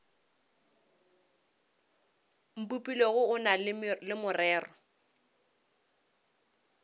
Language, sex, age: Northern Sotho, female, 26